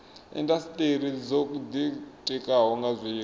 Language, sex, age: Venda, male, 24